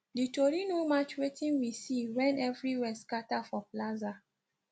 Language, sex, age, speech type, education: Nigerian Pidgin, female, 15-29, spontaneous, secondary